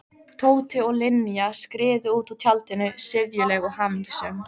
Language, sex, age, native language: Icelandic, female, 15, Icelandic